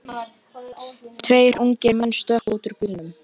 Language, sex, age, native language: Icelandic, male, 12, Icelandic